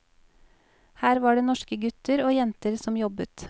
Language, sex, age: Norwegian, female, 28